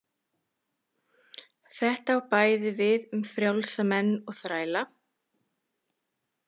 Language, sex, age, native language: Icelandic, female, 30-39, Icelandic